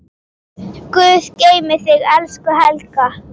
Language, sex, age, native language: Icelandic, female, 8, Icelandic